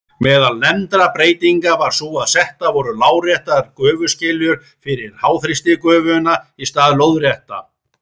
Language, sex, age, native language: Icelandic, male, 40-49, Icelandic